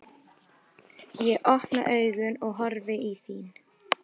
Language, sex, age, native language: Icelandic, female, 11, Icelandic